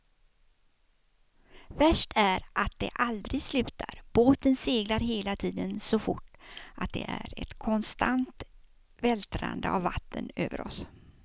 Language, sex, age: Swedish, female, 56